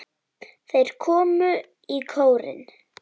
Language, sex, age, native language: Icelandic, female, 10, Icelandic